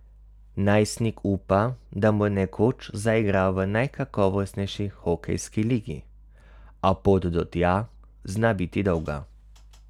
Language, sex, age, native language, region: Slovenian, male, 30-49, Slovenian, Carinthia region